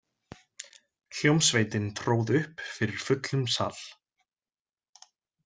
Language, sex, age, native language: Icelandic, male, 20-29, Icelandic